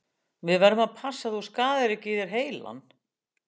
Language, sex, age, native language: Icelandic, female, 60-69, Icelandic